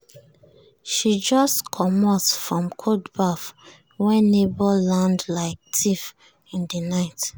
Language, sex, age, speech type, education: Nigerian Pidgin, female, 30-45, spontaneous, tertiary